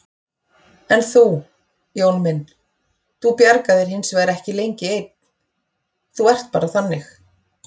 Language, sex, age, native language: Icelandic, female, 40-49, Icelandic